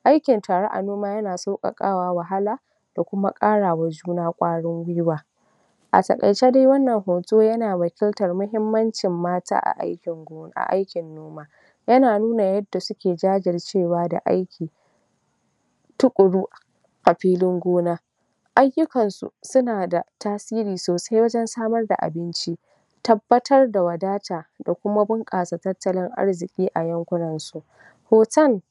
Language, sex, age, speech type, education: Hausa, female, 46-60, spontaneous, tertiary